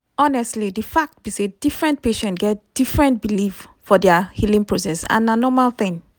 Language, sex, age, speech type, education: Nigerian Pidgin, female, 30-45, spontaneous, tertiary